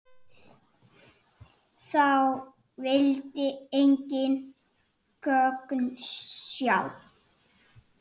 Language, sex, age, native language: Icelandic, male, 7, Icelandic